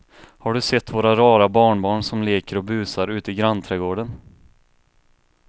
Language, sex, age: Swedish, male, 22